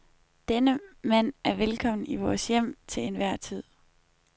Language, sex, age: Danish, female, 21